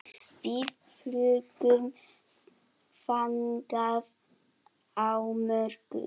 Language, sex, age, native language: Icelandic, female, 7, Icelandic